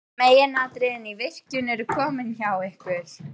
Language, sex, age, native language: Icelandic, female, 18-19, Icelandic